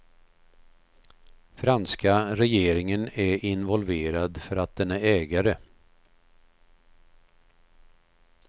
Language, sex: Swedish, male